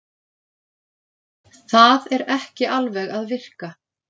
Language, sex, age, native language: Icelandic, female, 30-39, Icelandic